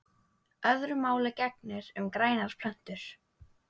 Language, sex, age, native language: Icelandic, female, 18-19, Icelandic